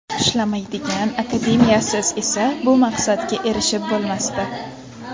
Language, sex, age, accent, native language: Uzbek, female, under 19, Toshkent viloyati, Uzbek